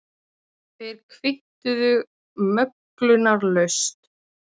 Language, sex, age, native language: Icelandic, female, 30-39, Icelandic